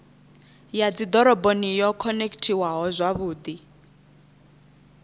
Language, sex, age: Venda, female, 21